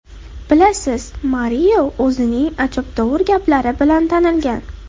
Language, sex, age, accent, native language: Uzbek, female, under 19, Andijon, Uzbek